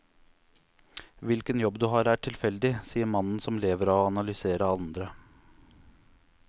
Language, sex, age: Norwegian, male, 29